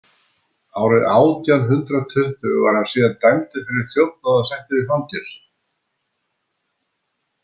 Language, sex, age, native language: Icelandic, male, 70-79, Icelandic